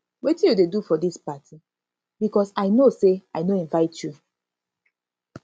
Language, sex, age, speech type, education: Nigerian Pidgin, female, 15-29, spontaneous, tertiary